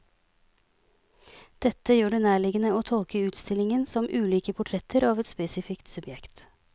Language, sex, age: Norwegian, female, 46